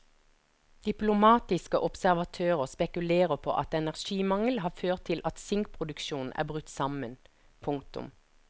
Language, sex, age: Norwegian, female, 49